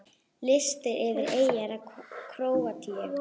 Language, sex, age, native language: Icelandic, female, 9, Icelandic